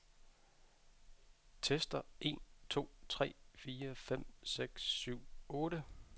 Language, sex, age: Danish, male, 32